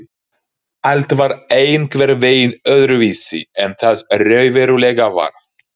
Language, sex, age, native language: Icelandic, male, 30-39, Ukrainian